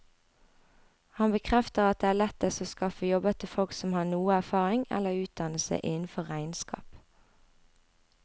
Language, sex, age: Norwegian, female, 25